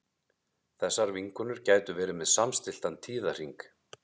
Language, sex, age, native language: Icelandic, male, 30-39, Icelandic